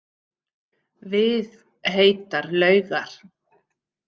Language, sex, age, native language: Icelandic, female, 50-59, Icelandic